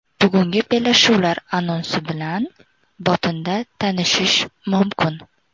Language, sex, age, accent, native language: Uzbek, female, under 19, Toshkent viloyati, Uzbek